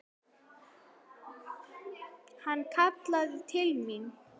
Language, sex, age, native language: Icelandic, female, 9, Icelandic